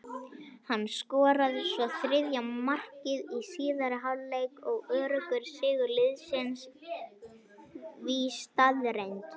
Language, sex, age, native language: Icelandic, female, 21, Icelandic